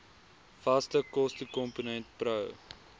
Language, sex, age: Afrikaans, male, 19